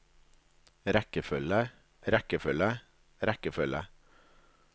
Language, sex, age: Norwegian, male, 37